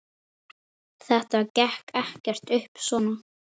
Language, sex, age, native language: Icelandic, female, 10, Icelandic